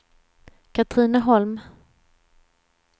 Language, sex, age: Swedish, female, 26